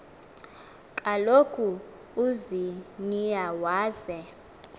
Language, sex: Xhosa, female